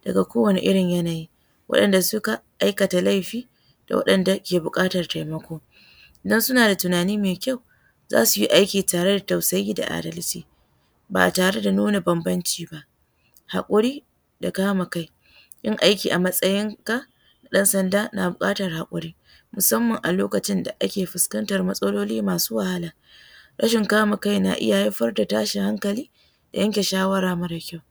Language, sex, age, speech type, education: Hausa, female, 15-29, spontaneous, secondary